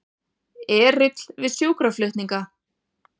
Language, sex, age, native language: Icelandic, female, 40-49, Icelandic